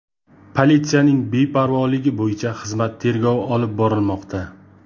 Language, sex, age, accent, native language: Uzbek, male, 25-34, Jizzax, Uzbek